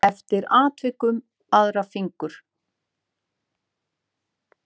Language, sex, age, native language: Icelandic, female, 9, Icelandic